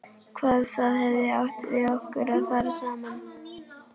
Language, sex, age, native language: Icelandic, female, 11, Icelandic